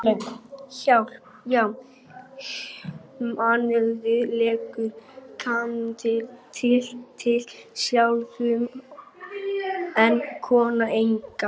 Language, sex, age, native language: Icelandic, female, 50-59, Icelandic